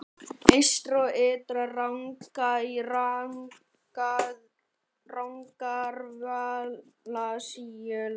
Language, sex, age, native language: Icelandic, female, 50-59, Icelandic